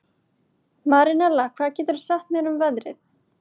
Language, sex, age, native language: Icelandic, male, 40-49, Icelandic